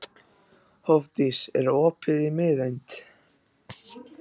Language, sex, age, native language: Icelandic, other, 14, Icelandic